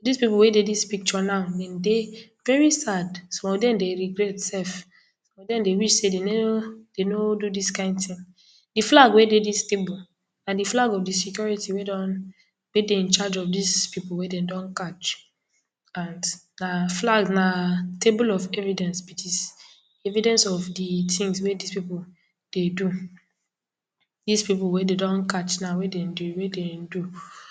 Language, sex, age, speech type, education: Nigerian Pidgin, female, 15-29, spontaneous, tertiary